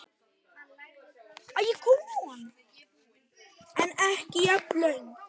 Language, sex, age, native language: Icelandic, other, 10, Icelandic